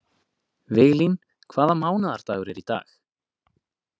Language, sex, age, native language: Icelandic, male, 20-29, Icelandic